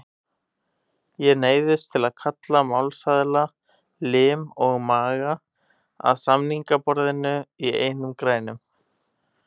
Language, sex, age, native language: Icelandic, male, 18-19, Icelandic